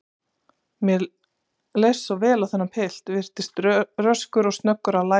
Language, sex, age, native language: Icelandic, female, 30-39, Icelandic